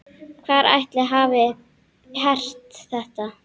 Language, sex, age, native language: Icelandic, male, 10, Icelandic